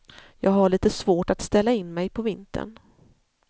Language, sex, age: Swedish, female, 40